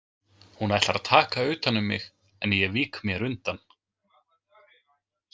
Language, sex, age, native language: Icelandic, male, 20-29, Icelandic